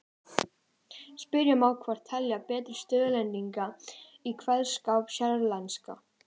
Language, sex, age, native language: Icelandic, female, 18-19, Icelandic